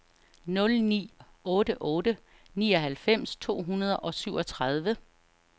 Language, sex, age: Danish, female, 49